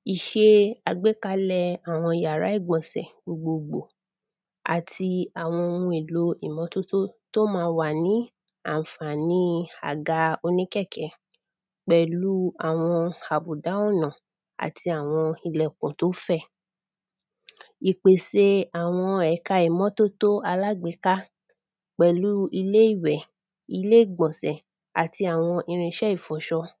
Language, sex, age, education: Yoruba, female, 30-45, primary